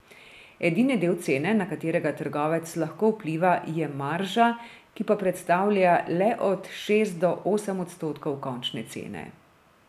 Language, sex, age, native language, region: Slovenian, female, 30-49, Slovenian, Drava region